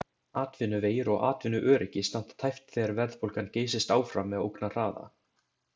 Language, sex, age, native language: Icelandic, male, 20-29, Icelandic